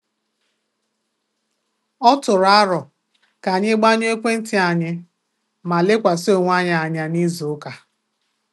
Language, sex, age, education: Igbo, female, 30-45, tertiary